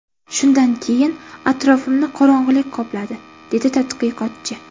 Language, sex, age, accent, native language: Uzbek, female, 12-17, Navoiy, Uzbek